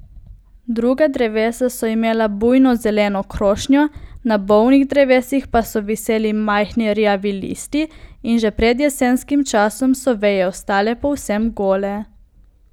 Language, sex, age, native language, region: Slovenian, female, 18-29, Slovenian, Coastal Karst region